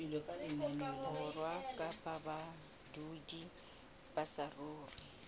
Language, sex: Southern Sotho, female